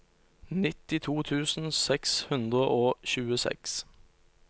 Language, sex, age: Norwegian, male, 29